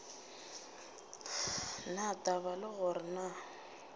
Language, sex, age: Northern Sotho, female, 27